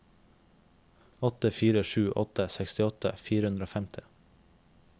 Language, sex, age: Norwegian, male, 21